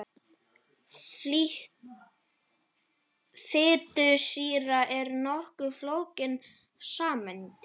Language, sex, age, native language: Icelandic, male, 40-49, Icelandic